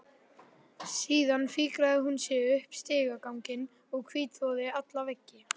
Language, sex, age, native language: Icelandic, male, 11, Icelandic